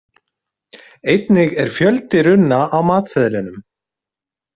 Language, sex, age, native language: Icelandic, male, 30-39, Icelandic